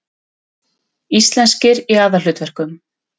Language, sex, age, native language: Icelandic, female, 30-39, Icelandic